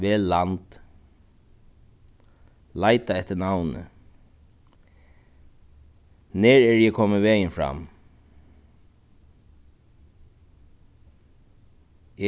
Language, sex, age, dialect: Faroese, male, 36-60, Suðuroy